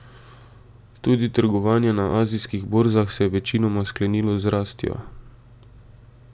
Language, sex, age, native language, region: Slovenian, male, 18-29, Slovenian, Drava region